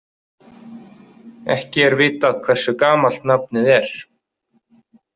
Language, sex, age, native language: Icelandic, male, 30-39, Icelandic